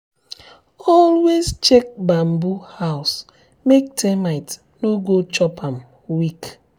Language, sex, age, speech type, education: Nigerian Pidgin, male, 30-45, spontaneous, tertiary